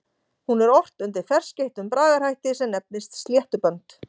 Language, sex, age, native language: Icelandic, female, 40-49, Icelandic